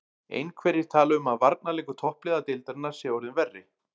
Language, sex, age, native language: Icelandic, male, 40-49, Icelandic